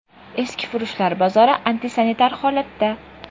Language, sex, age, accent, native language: Uzbek, female, 12-17, Farg'ona, Uzbek